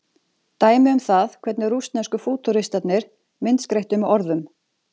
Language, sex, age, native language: Icelandic, female, 40-49, Icelandic